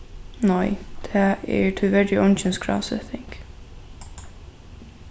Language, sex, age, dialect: Faroese, female, 15-35, Norðurstreymoy/Eysturoy